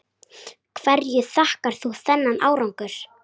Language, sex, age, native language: Icelandic, female, 9, Icelandic